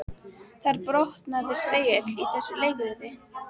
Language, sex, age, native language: Icelandic, female, 12, Icelandic